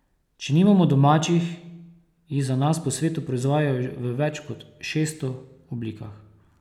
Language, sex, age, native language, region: Slovenian, male, 30-49, Slovenian, Posavska region